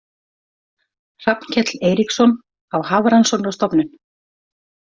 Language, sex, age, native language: Icelandic, female, 40-49, Icelandic